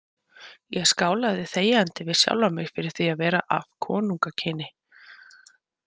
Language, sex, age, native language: Icelandic, female, 20-29, Icelandic